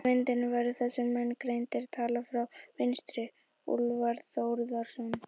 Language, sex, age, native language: Icelandic, female, 18-19, Icelandic